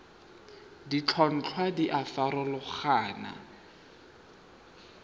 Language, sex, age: Tswana, male, 23